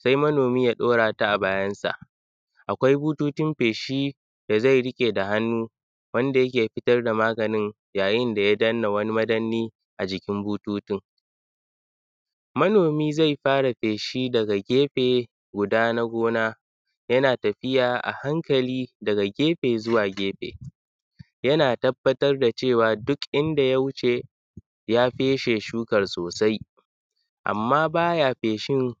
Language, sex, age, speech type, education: Hausa, male, 15-29, spontaneous, secondary